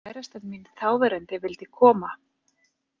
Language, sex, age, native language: Icelandic, female, 40-49, Icelandic